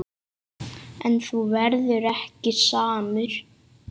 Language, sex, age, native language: Icelandic, male, 8, Icelandic